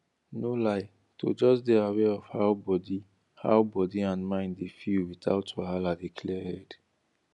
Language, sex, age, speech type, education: Nigerian Pidgin, male, 15-29, spontaneous, tertiary